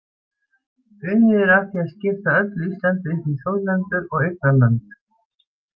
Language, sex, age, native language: Icelandic, female, 70-79, Icelandic